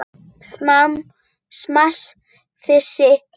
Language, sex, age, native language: Icelandic, female, 9, Icelandic